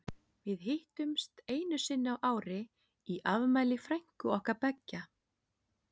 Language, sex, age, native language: Icelandic, female, 30-39, Icelandic